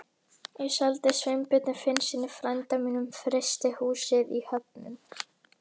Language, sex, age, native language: Icelandic, male, 11, Icelandic